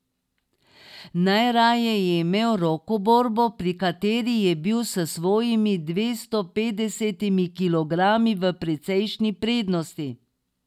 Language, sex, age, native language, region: Slovenian, female, 60+, Slovenian, Drava region